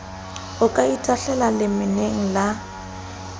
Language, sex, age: Southern Sotho, female, 22